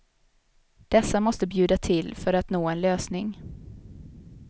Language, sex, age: Swedish, female, 22